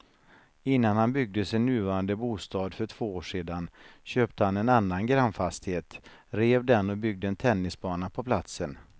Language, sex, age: Swedish, male, 49